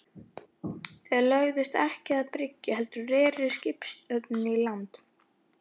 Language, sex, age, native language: Icelandic, female, 11, Icelandic